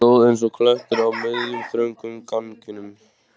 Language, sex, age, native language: Icelandic, male, 14, Icelandic